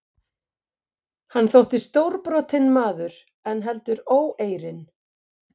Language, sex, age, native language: Icelandic, female, 50-59, Icelandic